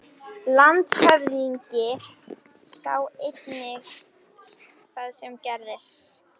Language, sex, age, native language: Icelandic, female, 11, Icelandic